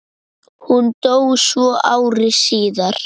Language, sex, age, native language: Icelandic, male, 9, Icelandic